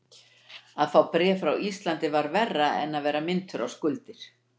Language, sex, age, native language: Icelandic, female, 60-69, Icelandic